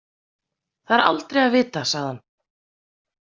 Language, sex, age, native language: Icelandic, female, 30-39, Icelandic